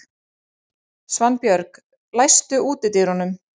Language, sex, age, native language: Icelandic, female, 40-49, Icelandic